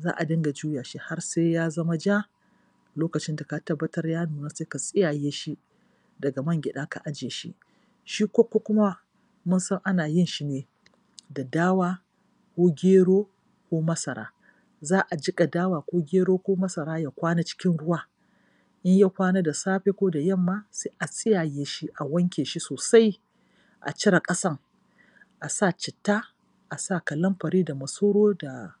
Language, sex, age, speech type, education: Hausa, female, 46-60, spontaneous, tertiary